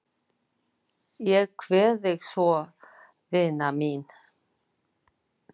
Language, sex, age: Icelandic, female, 60-69